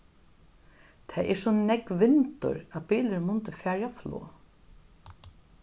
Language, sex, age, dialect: Faroese, female, 61+, Norðurstreymoy/Eysturoy